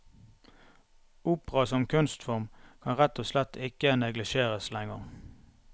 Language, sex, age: Norwegian, male, 32